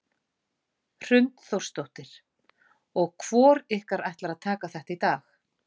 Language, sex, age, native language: Icelandic, female, 40-49, Icelandic